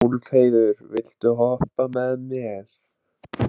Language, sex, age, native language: Icelandic, male, 20-29, Icelandic